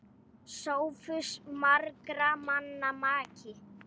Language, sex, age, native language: Icelandic, female, 8, Icelandic